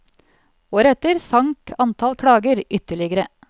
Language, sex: Norwegian, female